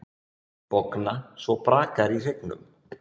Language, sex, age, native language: Icelandic, male, 20-29, Icelandic